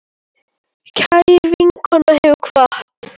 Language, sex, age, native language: Icelandic, male, 9, Icelandic